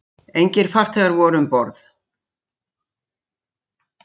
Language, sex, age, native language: Icelandic, female, 60-69, Icelandic